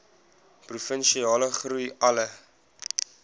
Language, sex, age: Afrikaans, male, 20